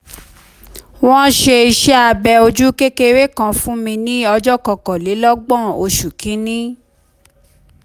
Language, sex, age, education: Yoruba, female, 30-45, tertiary